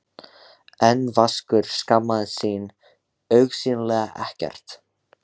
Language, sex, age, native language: Icelandic, male, 16, Icelandic